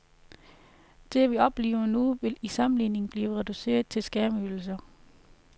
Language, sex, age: Danish, female, 33